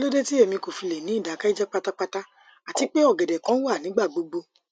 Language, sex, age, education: Yoruba, female, 30-45, tertiary